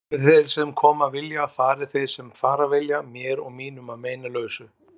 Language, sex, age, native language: Icelandic, male, 40-49, Icelandic